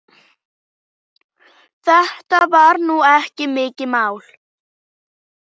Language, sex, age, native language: Icelandic, female, 11, Icelandic